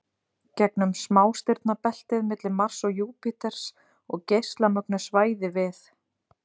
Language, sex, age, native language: Icelandic, female, 30-39, Icelandic